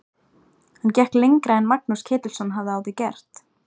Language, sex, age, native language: Icelandic, female, 18-19, Icelandic